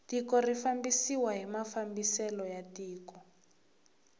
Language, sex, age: Tsonga, female, 21